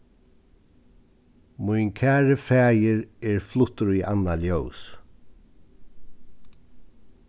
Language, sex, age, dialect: Faroese, male, 36-60, Suðurstreymoy